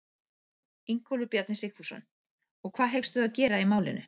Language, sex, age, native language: Icelandic, female, 40-49, Icelandic